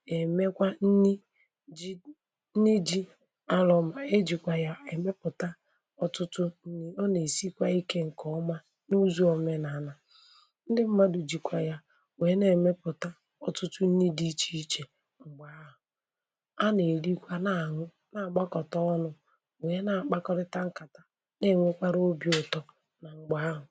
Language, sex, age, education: Igbo, male, 46-60, tertiary